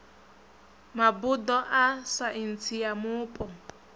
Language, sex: Venda, male